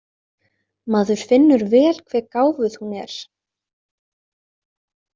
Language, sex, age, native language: Icelandic, female, 20-29, Icelandic